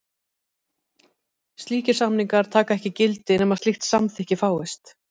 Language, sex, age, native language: Icelandic, female, 50-59, Icelandic